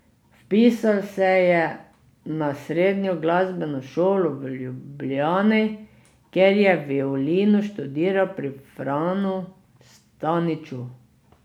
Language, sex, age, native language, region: Slovenian, female, 60+, Slovenian, Drava region